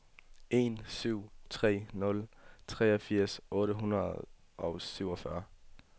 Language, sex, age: Danish, male, 18